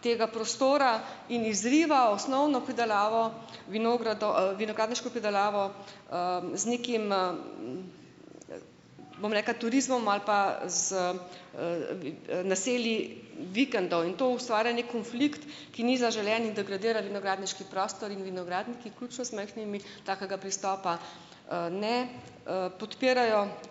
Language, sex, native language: Slovenian, female, Slovenian